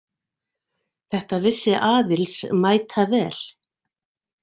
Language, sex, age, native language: Icelandic, female, 60-69, Icelandic